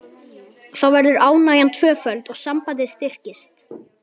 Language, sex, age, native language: Icelandic, male, 11, Icelandic